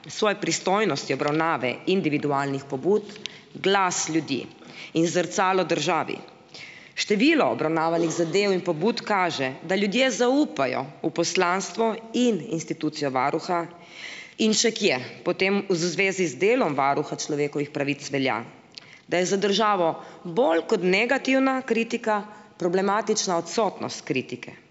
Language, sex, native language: Slovenian, female, Slovenian